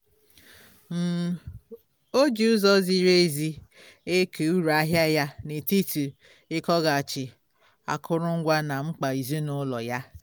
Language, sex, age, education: Igbo, female, 30-45, tertiary